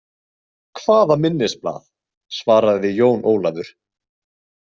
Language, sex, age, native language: Icelandic, male, 20-29, Icelandic